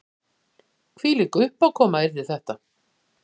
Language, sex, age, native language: Icelandic, female, 50-59, Icelandic